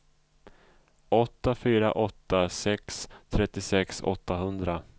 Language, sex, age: Swedish, male, 34